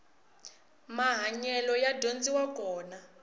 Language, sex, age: Tsonga, female, 20